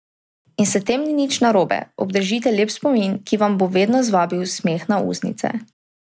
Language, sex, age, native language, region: Slovenian, female, 18-29, Slovenian, Drava region